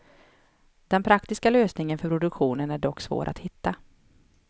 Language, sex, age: Swedish, female, 31